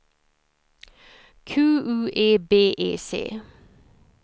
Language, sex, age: Swedish, female, 54